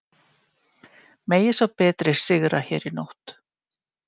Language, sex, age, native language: Icelandic, female, 50-59, Icelandic